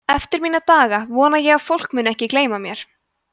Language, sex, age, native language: Icelandic, female, 20-29, Icelandic